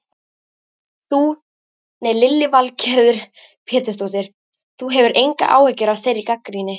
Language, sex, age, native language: Icelandic, female, 13, Icelandic